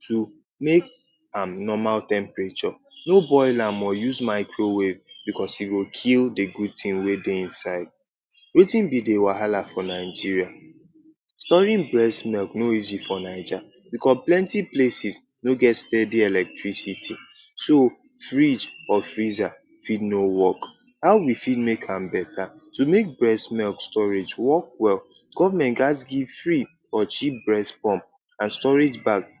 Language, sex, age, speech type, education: Nigerian Pidgin, male, 15-29, spontaneous, tertiary